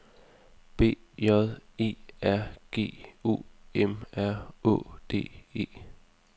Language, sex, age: Danish, male, 20